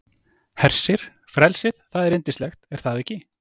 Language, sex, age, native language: Icelandic, male, 30-39, Icelandic